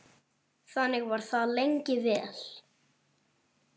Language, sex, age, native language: Icelandic, male, 9, Icelandic